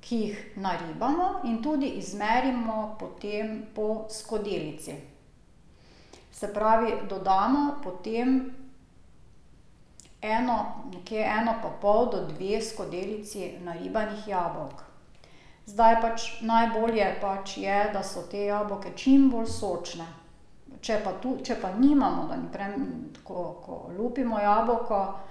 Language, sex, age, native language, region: Slovenian, female, 50-59, Slovenian, Drava region